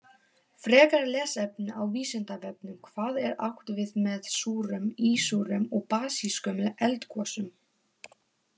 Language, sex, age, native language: Icelandic, female, 18-19, Polish